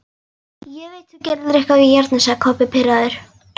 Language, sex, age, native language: Icelandic, female, 11, Icelandic